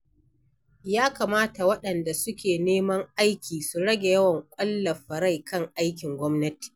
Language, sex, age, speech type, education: Hausa, female, 60+, read, primary